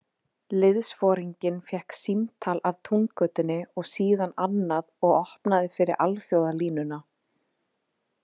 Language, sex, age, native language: Icelandic, female, 20-29, Icelandic